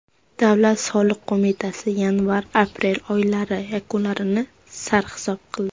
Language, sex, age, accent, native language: Uzbek, female, under 19, Surxondaryo, Uzbek